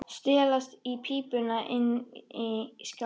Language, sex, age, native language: Icelandic, female, 13, Icelandic